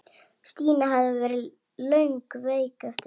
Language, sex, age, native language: Icelandic, female, 11, Icelandic